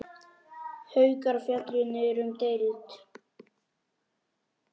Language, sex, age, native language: Icelandic, male, 9, Icelandic